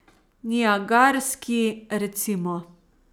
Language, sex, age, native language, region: Slovenian, female, 30-49, Slovenian, Savinja region